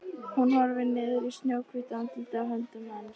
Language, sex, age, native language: Icelandic, female, 13, Icelandic